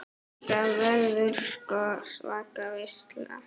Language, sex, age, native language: Icelandic, male, 10, Icelandic